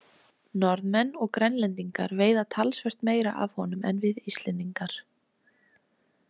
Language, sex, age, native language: Icelandic, female, 20-29, Icelandic